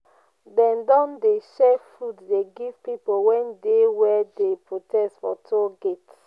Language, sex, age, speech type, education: Nigerian Pidgin, female, 15-29, spontaneous, tertiary